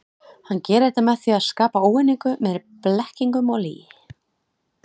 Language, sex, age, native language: Icelandic, female, 30-39, Icelandic